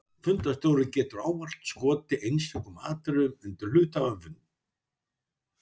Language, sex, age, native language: Icelandic, male, 60-69, Icelandic